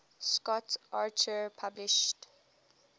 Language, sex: English, female